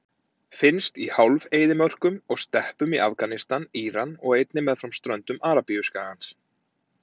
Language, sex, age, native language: Icelandic, male, 30-39, Icelandic